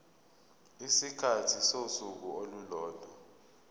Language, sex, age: Zulu, male, 22